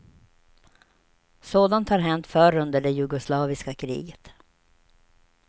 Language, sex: Swedish, female